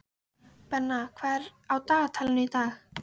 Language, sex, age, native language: Icelandic, female, 13, Icelandic